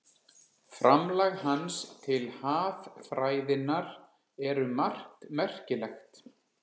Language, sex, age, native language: Icelandic, male, 40-49, Icelandic